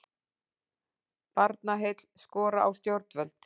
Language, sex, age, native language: Icelandic, female, 40-49, Icelandic